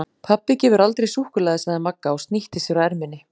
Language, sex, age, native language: Icelandic, female, 40-49, Icelandic